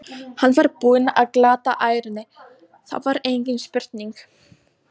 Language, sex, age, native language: Icelandic, female, 18-19, Polish